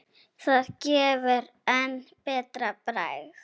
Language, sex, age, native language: Icelandic, female, 10, Icelandic